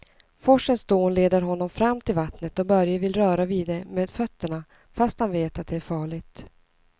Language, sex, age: Swedish, female, 39